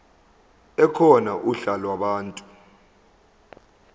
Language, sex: Zulu, male